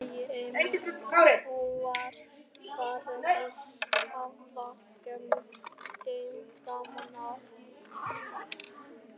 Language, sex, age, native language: Icelandic, male, 11, Icelandic